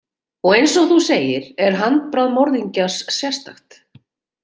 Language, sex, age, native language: Icelandic, female, 40-49, Icelandic